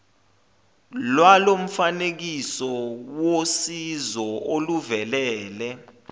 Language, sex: Zulu, male